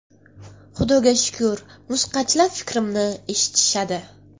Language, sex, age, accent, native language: Uzbek, female, under 19, Buxoro, Uzbek